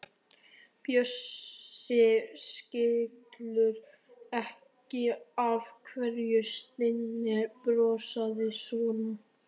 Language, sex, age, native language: Icelandic, male, 13, Icelandic